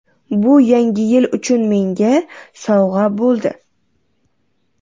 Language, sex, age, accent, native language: Uzbek, female, 12-17, Qoraqalpog'iston, Uzbek